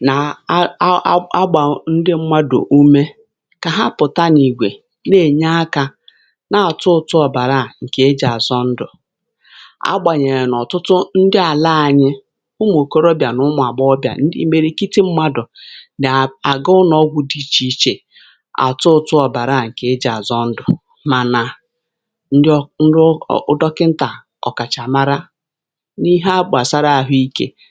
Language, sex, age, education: Igbo, female, 46-60, tertiary